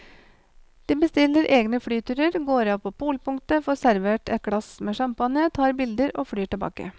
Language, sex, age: Norwegian, female, 28